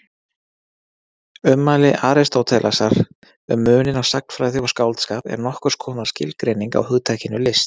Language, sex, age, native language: Icelandic, male, 40-49, Icelandic